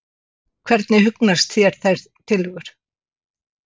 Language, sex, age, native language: Icelandic, female, 60-69, Icelandic